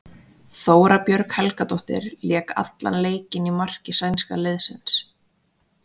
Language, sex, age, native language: Icelandic, female, 20-29, Icelandic